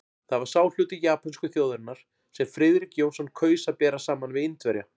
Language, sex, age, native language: Icelandic, male, 40-49, Icelandic